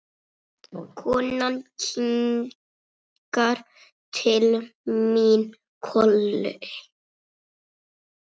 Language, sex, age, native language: Icelandic, female, 6, Icelandic